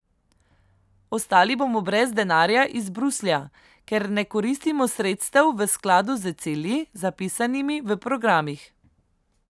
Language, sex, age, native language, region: Slovenian, female, 18-29, Slovenian, Central Slovenia